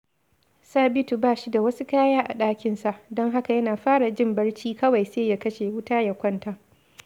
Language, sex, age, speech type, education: Hausa, female, 15-29, read, secondary